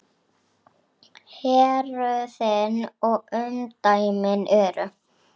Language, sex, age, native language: Icelandic, female, 7, Icelandic